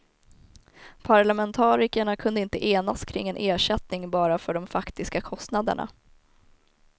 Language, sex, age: Swedish, female, 19